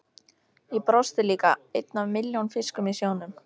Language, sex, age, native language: Icelandic, female, 13, Icelandic